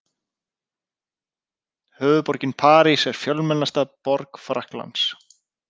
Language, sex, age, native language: Icelandic, male, 30-39, Icelandic